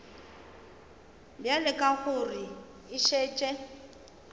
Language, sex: Northern Sotho, female